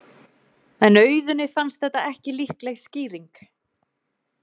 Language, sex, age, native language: Icelandic, female, 30-39, Icelandic